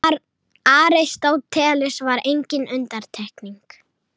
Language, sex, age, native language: Icelandic, female, 18-19, Icelandic